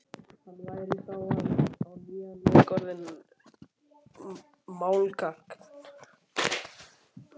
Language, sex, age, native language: Icelandic, male, 11, Icelandic